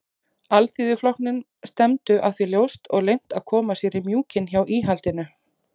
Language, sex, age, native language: Icelandic, female, 30-39, Icelandic